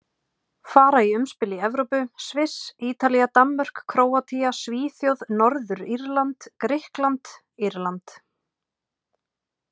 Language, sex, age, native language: Icelandic, female, 30-39, Icelandic